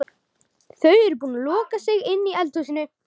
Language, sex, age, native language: Icelandic, other, 12, Icelandic